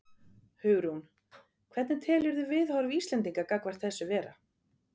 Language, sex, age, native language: Icelandic, female, 50-59, Icelandic